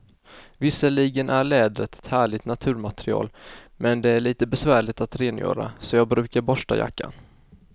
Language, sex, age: Swedish, male, 19